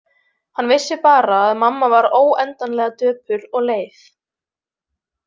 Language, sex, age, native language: Icelandic, female, 20-29, Icelandic